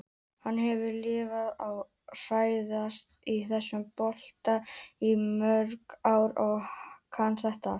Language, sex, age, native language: Icelandic, female, 18-19, Icelandic